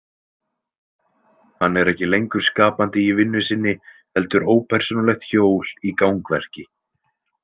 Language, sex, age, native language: Icelandic, male, 20-29, Icelandic